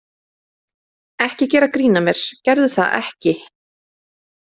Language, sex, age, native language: Icelandic, female, 30-39, Icelandic